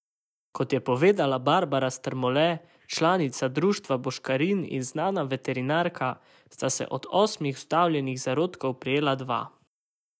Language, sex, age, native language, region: Slovenian, male, 18-29, Slovenian, Savinja region